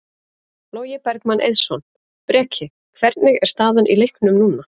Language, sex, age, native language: Icelandic, female, 30-39, Icelandic